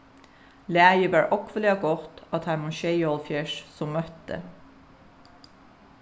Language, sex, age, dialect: Faroese, female, 36-60, Suðuroy